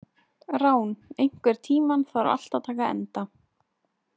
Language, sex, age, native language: Icelandic, female, 20-29, Icelandic